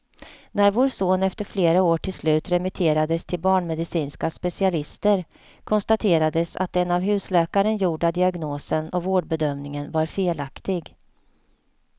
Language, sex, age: Swedish, female, 48